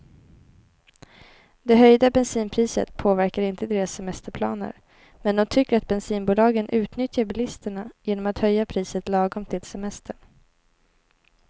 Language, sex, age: Swedish, female, 18